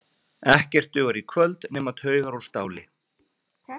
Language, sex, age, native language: Icelandic, male, 40-49, Icelandic